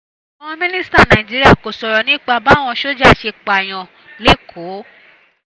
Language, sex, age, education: Yoruba, female, 15-29, tertiary